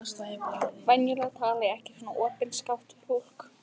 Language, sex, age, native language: Icelandic, female, 14, Icelandic